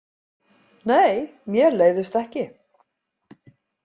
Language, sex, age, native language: Icelandic, female, 50-59, Icelandic